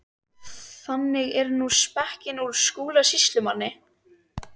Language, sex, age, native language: Icelandic, female, 13, Icelandic